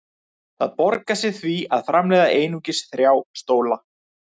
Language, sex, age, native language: Icelandic, male, 30-39, Icelandic